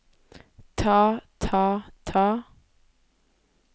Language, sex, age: Norwegian, female, 18